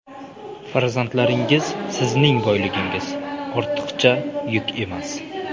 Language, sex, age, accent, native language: Uzbek, male, 18-24, Samarqand, Uzbek